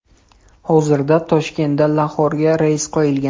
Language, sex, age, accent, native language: Uzbek, male, 18-24, Toshkent shahri, Uzbek